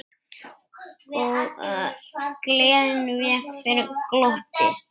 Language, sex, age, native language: Icelandic, male, 8, Icelandic